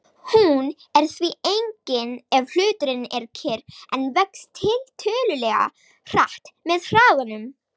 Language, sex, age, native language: Icelandic, female, 18-19, Icelandic